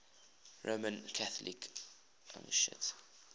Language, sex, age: English, male, 20